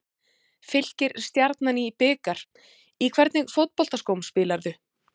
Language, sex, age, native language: Icelandic, female, 30-39, Icelandic